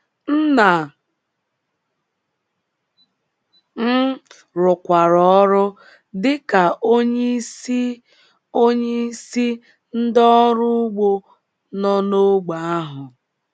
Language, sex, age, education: Igbo, female, 15-29, tertiary